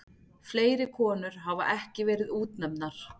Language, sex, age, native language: Icelandic, female, 40-49, Icelandic